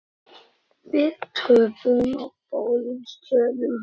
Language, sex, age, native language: Icelandic, male, 9, Icelandic